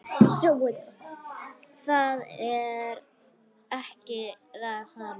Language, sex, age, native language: Icelandic, female, 9, Icelandic